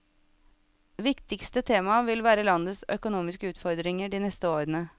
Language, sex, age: Norwegian, female, 36